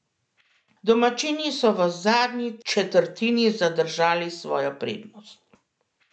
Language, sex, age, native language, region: Slovenian, female, 50-59, Slovenian, Central Slovenia